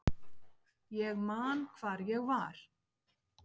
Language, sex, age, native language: Icelandic, female, 50-59, Icelandic